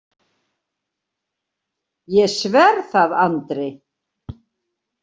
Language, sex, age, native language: Icelandic, female, 60-69, Icelandic